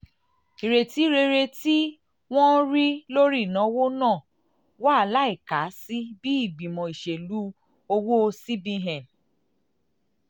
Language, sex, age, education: Yoruba, female, 30-45, tertiary